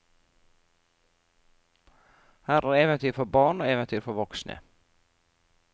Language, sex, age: Norwegian, female, 44